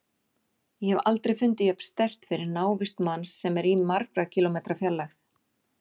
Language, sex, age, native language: Icelandic, female, 40-49, Icelandic